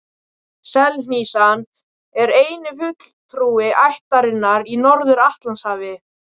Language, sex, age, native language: Icelandic, male, 18-19, Icelandic